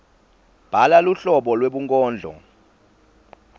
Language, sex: Swati, male